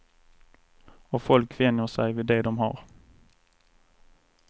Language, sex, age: Swedish, male, 24